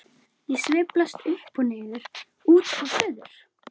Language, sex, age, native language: Icelandic, female, 11, Icelandic